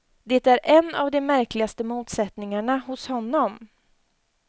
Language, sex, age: Swedish, female, 20